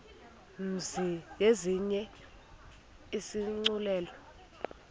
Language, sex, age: Xhosa, female, 21